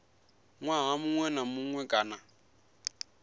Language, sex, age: Venda, male, 21